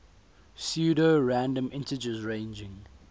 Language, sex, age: English, male, 22